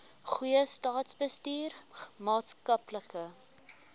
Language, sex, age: Afrikaans, female, 19